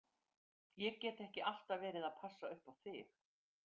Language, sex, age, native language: Icelandic, female, 50-59, Icelandic